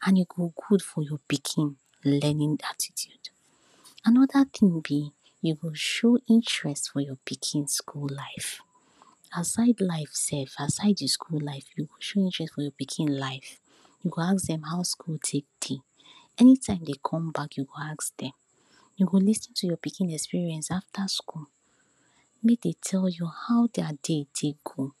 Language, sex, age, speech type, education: Nigerian Pidgin, female, 46-60, spontaneous, tertiary